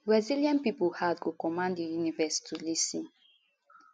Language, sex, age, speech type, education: Nigerian Pidgin, female, 15-29, spontaneous, tertiary